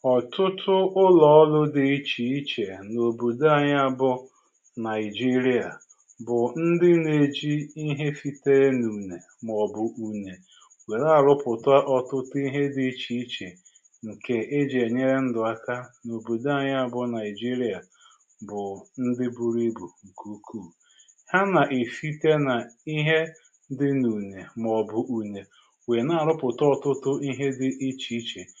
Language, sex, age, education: Igbo, male, 30-45, tertiary